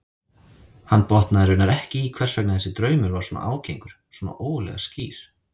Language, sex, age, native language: Icelandic, male, 30-39, Icelandic